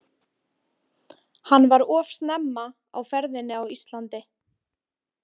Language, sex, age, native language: Icelandic, female, 20-29, Icelandic